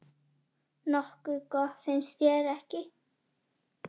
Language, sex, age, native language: Icelandic, female, 10, Icelandic